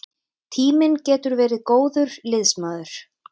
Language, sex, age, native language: Icelandic, female, 30-39, Icelandic